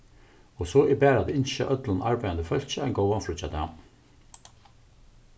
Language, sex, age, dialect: Faroese, male, 36-60, Suðurstreymoy